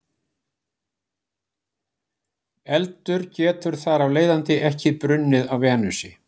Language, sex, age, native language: Icelandic, male, 60-69, Icelandic